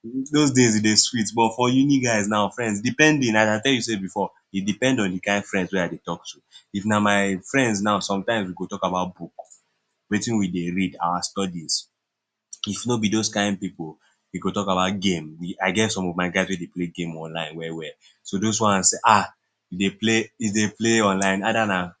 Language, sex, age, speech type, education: Nigerian Pidgin, male, 15-29, spontaneous, secondary